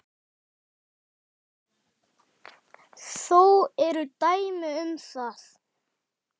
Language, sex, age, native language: Icelandic, male, 10, Icelandic